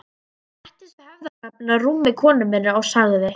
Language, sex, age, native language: Icelandic, female, 12, Icelandic